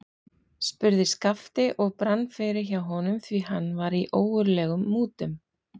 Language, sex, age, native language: Icelandic, female, 40-49, Icelandic